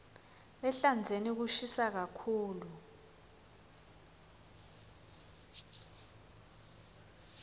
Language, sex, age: Swati, female, 21